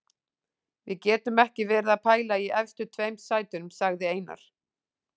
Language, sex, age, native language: Icelandic, female, 40-49, Icelandic